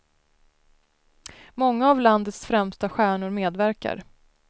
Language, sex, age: Swedish, female, 33